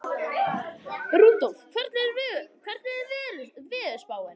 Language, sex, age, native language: Icelandic, male, 21, Icelandic